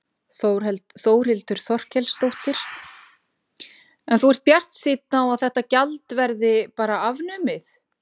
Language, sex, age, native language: Icelandic, female, 50-59, Icelandic